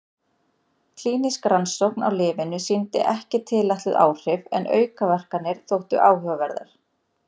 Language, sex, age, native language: Icelandic, female, 30-39, Icelandic